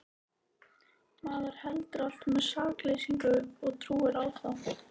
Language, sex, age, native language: Icelandic, female, 13, Icelandic